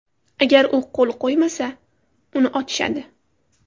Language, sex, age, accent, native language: Uzbek, female, 18-24, Buxoro, Tajik